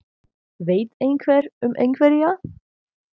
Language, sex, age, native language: Icelandic, female, 20-29, German